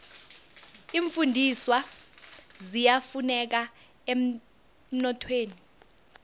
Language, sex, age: South Ndebele, female, 21